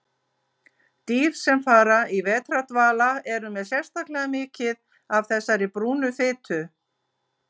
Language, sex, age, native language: Icelandic, female, 50-59, Icelandic